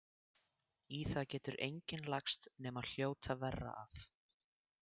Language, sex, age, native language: Icelandic, male, 18-19, Icelandic